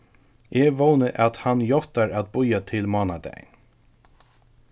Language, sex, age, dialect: Faroese, male, 36-60, Suðurstreymoy